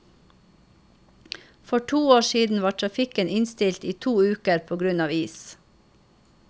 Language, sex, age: Norwegian, female, 45